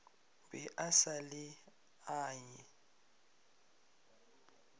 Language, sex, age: Northern Sotho, male, 22